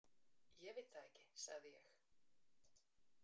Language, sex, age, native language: Icelandic, female, 40-49, Icelandic